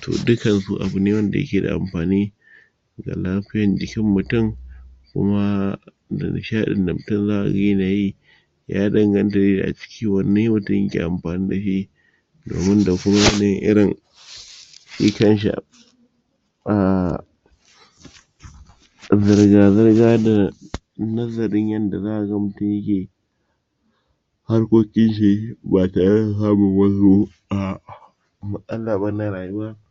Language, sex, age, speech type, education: Hausa, male, 46-60, spontaneous, tertiary